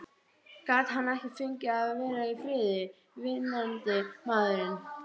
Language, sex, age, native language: Icelandic, female, 12, Icelandic